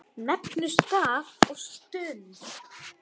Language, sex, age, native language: Icelandic, male, 9, Icelandic